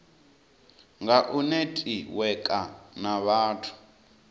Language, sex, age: Venda, male, 19